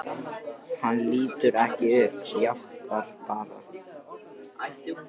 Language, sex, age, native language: Icelandic, male, 13, Icelandic